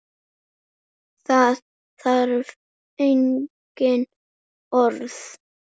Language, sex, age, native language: Icelandic, male, 8, Icelandic